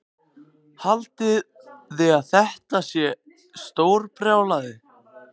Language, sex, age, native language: Icelandic, other, 18-19, Icelandic